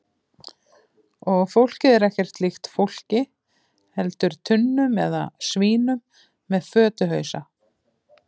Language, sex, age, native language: Icelandic, female, 50-59, Icelandic